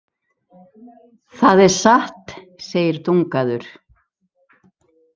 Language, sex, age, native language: Icelandic, female, 70-79, Icelandic